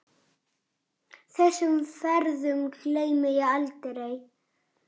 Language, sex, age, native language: Icelandic, male, 6, Icelandic